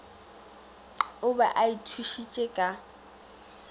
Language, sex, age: Northern Sotho, female, 18